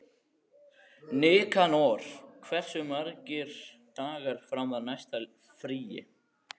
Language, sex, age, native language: Icelandic, male, 14, Icelandic